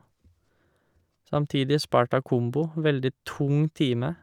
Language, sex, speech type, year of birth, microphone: Norwegian, male, spontaneous, 1986, Shure